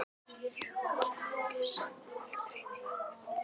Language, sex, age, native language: Icelandic, male, 10, Icelandic